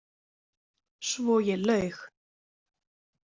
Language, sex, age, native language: Icelandic, female, 20-29, Icelandic